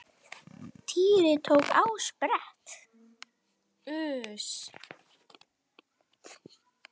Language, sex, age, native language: Icelandic, female, 10, Icelandic